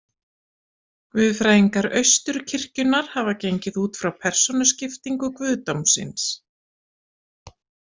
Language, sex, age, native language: Icelandic, female, 50-59, Icelandic